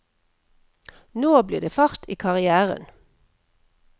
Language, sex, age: Norwegian, female, 57